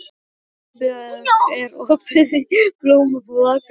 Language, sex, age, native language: Icelandic, male, 12, Icelandic